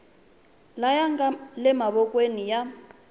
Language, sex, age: Tsonga, female, 20